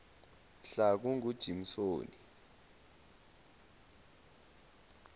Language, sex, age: South Ndebele, male, 20